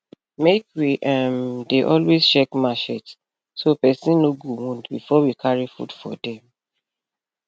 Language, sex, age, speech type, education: Nigerian Pidgin, female, 30-45, spontaneous, tertiary